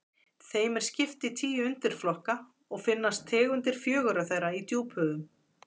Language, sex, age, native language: Icelandic, female, 40-49, Icelandic